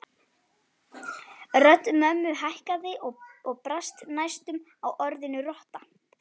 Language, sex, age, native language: Icelandic, female, 11, Icelandic